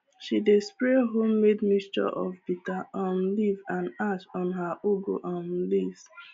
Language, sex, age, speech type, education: Nigerian Pidgin, female, 15-29, spontaneous, tertiary